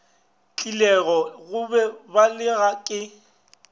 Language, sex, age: Northern Sotho, male, 24